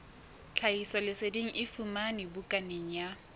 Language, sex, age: Southern Sotho, female, 20